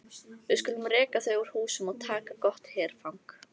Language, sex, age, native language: Icelandic, female, 13, Icelandic